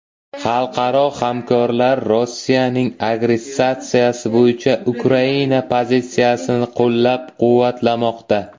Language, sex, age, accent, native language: Uzbek, male, under 19, Qashqadaryo, Uzbek